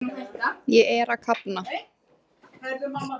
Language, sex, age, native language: Icelandic, female, 20-29, Icelandic